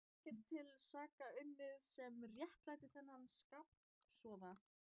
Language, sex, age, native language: Icelandic, female, 14, Icelandic